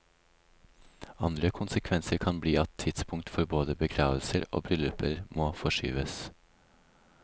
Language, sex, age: Norwegian, male, 36